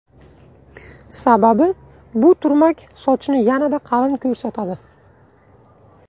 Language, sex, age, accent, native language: Uzbek, male, 18-24, Buxoro, Uzbek